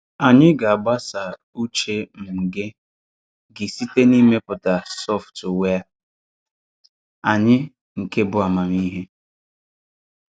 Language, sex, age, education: Igbo, male, 30-45, tertiary